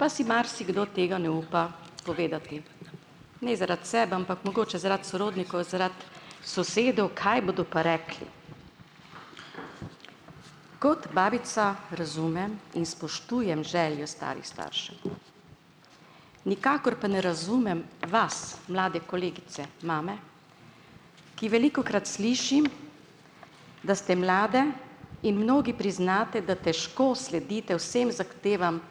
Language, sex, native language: Slovenian, female, Slovenian